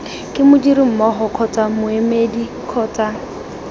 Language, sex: Tswana, female